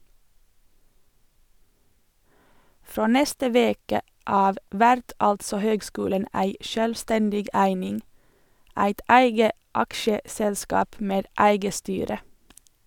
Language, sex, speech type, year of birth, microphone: Norwegian, female, read, 1987, Sennheiser